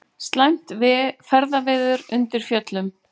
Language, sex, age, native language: Icelandic, female, 40-49, Icelandic